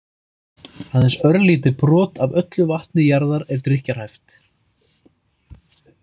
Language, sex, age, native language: Icelandic, male, 30-39, Icelandic